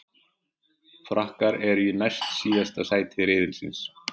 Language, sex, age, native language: Icelandic, male, 40-49, Icelandic